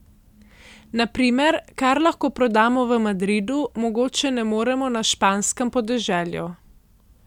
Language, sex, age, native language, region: Slovenian, female, 18-29, Slovenian, Central Slovenia